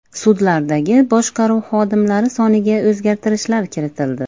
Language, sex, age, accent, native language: Uzbek, female, 25-34, Andijon, Uzbek